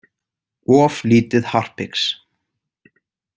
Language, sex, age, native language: Icelandic, male, 18-19, Icelandic